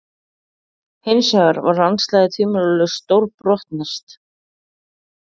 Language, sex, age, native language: Icelandic, female, 40-49, Icelandic